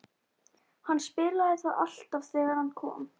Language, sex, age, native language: Icelandic, female, 11, Icelandic